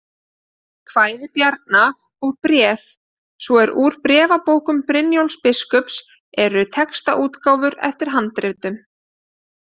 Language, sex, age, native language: Icelandic, female, 30-39, Icelandic